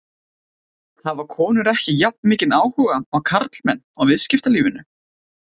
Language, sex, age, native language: Icelandic, male, 20-29, Icelandic